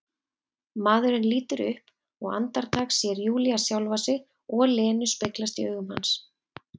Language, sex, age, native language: Icelandic, female, 30-39, Icelandic